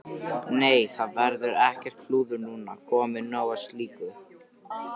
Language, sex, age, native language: Icelandic, male, 13, Icelandic